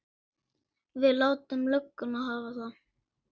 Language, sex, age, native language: Icelandic, male, 9, Icelandic